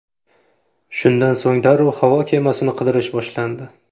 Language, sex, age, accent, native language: Uzbek, male, 25-34, Farg'ona, Uzbek